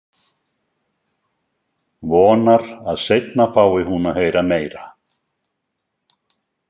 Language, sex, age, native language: Icelandic, male, 70-79, Icelandic